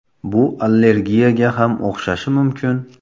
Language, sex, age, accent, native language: Uzbek, male, 18-24, Xorazm, Uzbek